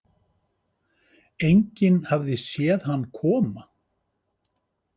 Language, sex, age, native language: Icelandic, male, 50-59, Icelandic